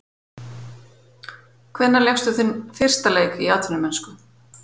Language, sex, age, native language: Icelandic, female, 50-59, Icelandic